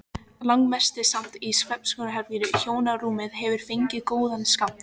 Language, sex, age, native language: Icelandic, female, 14, Filipino